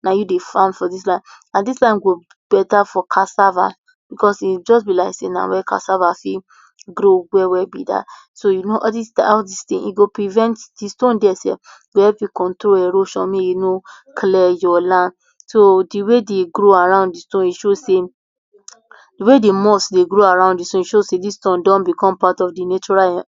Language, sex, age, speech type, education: Nigerian Pidgin, female, 46-60, spontaneous, tertiary